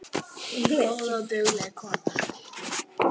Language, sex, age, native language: Icelandic, female, 8, Icelandic